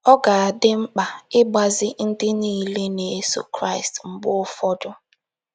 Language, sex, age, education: Igbo, female, 15-29, tertiary